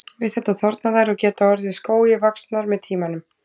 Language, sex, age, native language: Icelandic, female, 20-29, Icelandic